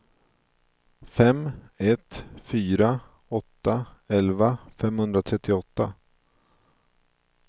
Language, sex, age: Swedish, male, 42